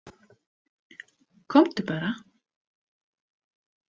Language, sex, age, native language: Icelandic, female, 30-39, Icelandic